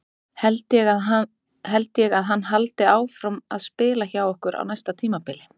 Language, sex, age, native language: Icelandic, female, 30-39, Icelandic